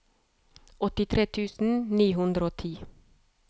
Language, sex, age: Norwegian, female, 30